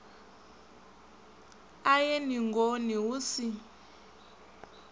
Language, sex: Venda, male